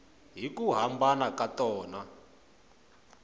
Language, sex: Tsonga, male